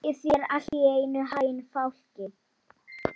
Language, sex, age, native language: Icelandic, male, 12, Polish